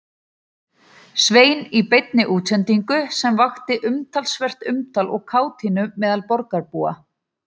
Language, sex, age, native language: Icelandic, female, 40-49, Icelandic